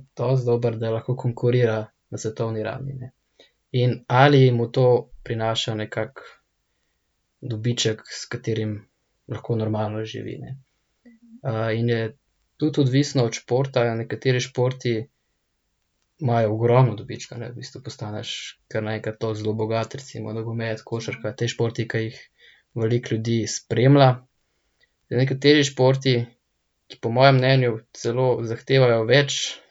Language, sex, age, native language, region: Slovenian, male, 18-29, Slovenian, Central Slovenia